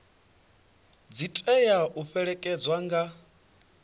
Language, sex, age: Venda, male, 28